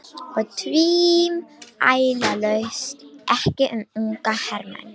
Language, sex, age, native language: Icelandic, female, 18-19, Romanian